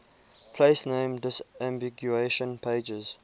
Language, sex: English, male